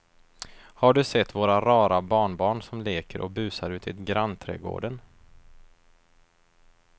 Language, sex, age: Swedish, male, 23